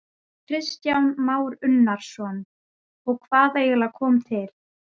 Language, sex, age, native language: Icelandic, female, 40-49, Icelandic